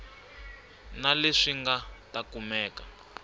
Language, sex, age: Tsonga, male, 25